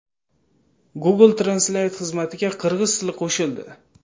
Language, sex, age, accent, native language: Uzbek, male, 18-24, Samarqand, Uzbek